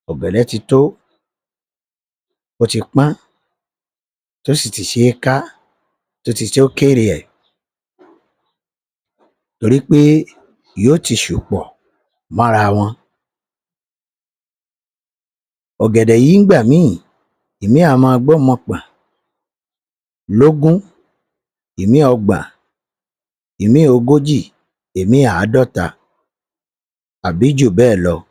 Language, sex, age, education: Yoruba, male, 46-60, tertiary